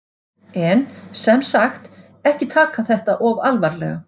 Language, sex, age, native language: Icelandic, female, 40-49, Icelandic